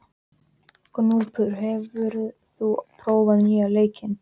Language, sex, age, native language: Icelandic, male, 12, Icelandic